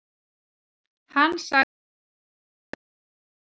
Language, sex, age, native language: Icelandic, female, 40-49, Icelandic